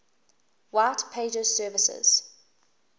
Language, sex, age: English, female, 19